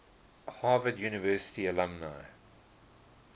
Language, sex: English, male